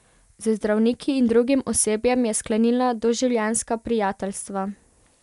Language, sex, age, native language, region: Slovenian, female, 18-29, Slovenian, Pomurje region